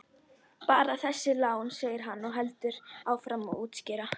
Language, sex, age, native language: Icelandic, female, 11, Icelandic